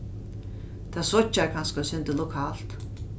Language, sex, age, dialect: Faroese, female, 36-60, Norðuroyggjar